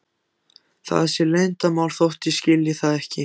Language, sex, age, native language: Icelandic, other, 14, Icelandic